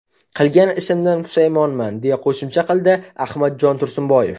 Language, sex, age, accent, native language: Uzbek, male, 18-24, Navoiy, Uzbek